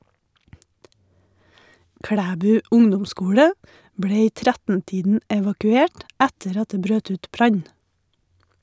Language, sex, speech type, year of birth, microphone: Norwegian, female, read, 1981, Shure